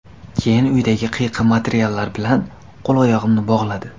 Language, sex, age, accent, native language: Uzbek, male, under 19, Xorazm, Uzbek